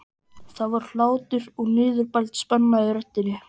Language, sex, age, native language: Icelandic, male, 14, Icelandic